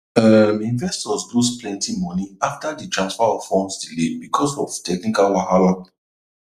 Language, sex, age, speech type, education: Nigerian Pidgin, male, 30-45, spontaneous, tertiary